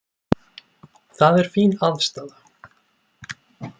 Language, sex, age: Icelandic, male, 20-29